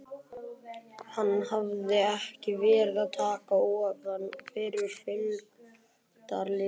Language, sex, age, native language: Icelandic, male, 11, Icelandic